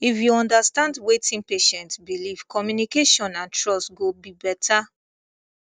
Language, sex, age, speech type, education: Nigerian Pidgin, female, 15-29, spontaneous, tertiary